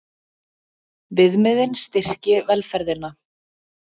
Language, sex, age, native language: Icelandic, female, 20-29, Icelandic